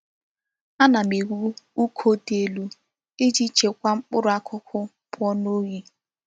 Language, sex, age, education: Igbo, female, 15-29, tertiary